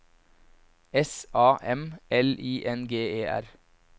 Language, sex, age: Norwegian, male, 24